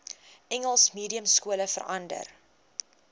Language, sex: Afrikaans, female